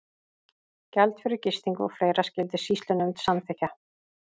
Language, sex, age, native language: Icelandic, female, 40-49, Icelandic